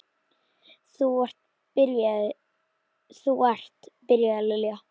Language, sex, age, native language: Icelandic, male, 10, Icelandic